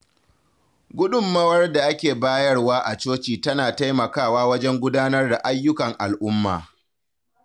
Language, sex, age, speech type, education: Hausa, male, 15-29, read, tertiary